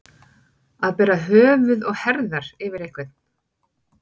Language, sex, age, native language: Icelandic, female, 40-49, Icelandic